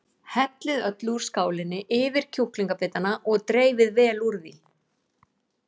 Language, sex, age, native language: Icelandic, female, 40-49, Icelandic